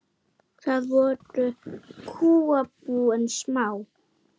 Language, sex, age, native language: Icelandic, female, 9, Icelandic